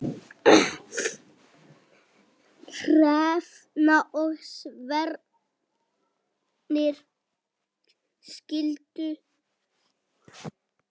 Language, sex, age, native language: Icelandic, female, 8, Icelandic